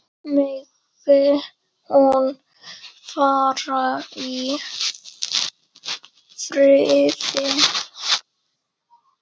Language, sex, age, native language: Icelandic, female, 8, Icelandic